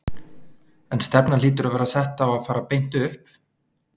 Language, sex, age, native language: Icelandic, male, 20-29, Icelandic